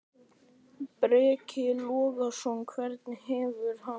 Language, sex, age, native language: Icelandic, male, 11, Icelandic